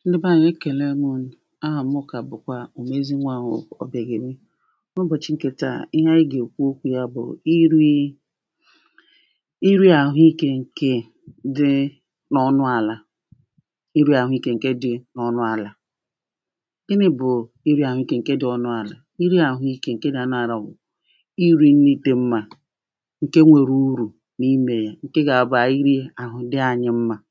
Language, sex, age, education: Igbo, female, 30-45, primary